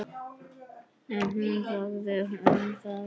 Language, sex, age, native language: Icelandic, female, 9, Icelandic